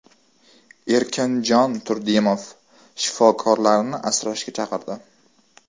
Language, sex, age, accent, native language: Uzbek, male, 18-24, Toshkent shahri, Uzbek